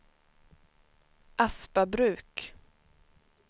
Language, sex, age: Swedish, female, 21